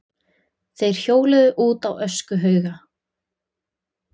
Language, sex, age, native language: Icelandic, female, 20-29, Icelandic